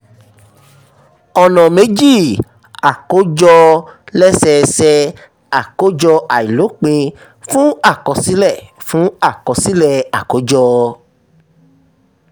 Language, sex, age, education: Yoruba, male, 30-45, tertiary